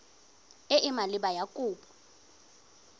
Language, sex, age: Tswana, female, 22